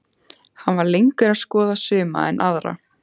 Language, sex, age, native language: Icelandic, female, 14, Icelandic